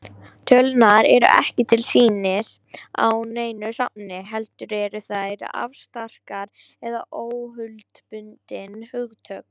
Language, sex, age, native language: Icelandic, female, 18-19, Icelandic